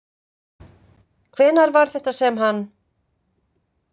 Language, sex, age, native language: Icelandic, female, 50-59, Icelandic